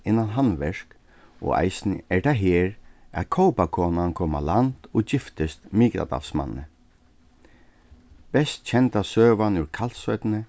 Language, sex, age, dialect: Faroese, male, 36-60, Suðurstreymoy